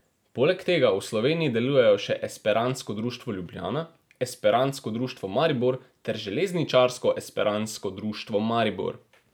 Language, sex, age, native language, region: Slovenian, male, 18-29, Slovenian, Drava region